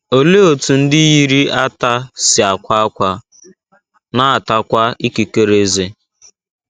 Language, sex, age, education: Igbo, male, 15-29, tertiary